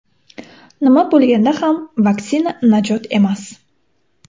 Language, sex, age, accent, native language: Uzbek, female, 18-24, Samarqand, Uzbek